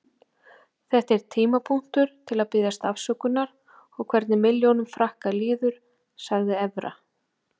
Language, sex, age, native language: Icelandic, female, 40-49, Icelandic